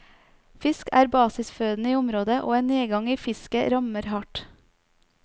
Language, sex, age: Norwegian, female, 29